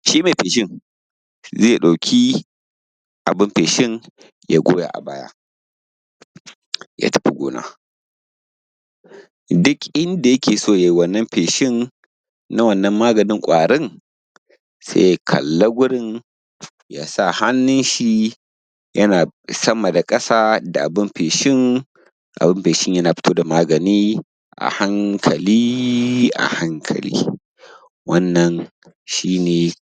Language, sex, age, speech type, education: Hausa, male, 15-29, spontaneous, primary